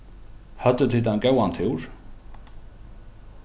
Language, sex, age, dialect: Faroese, male, 36-60, Norðuroyggjar